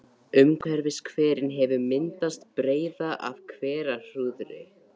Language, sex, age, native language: Icelandic, male, 13, Icelandic